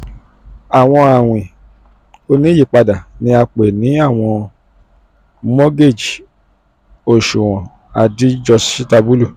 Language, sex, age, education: Yoruba, male, 46-60, tertiary